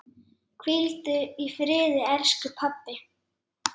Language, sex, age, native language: Icelandic, female, 8, Icelandic